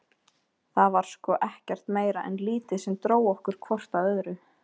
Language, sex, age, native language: Icelandic, female, 20-29, Icelandic